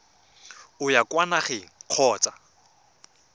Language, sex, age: Tswana, male, 24